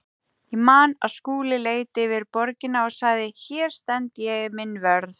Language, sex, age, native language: Icelandic, female, 20-29, Icelandic